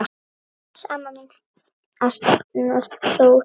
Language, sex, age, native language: Icelandic, female, 9, Icelandic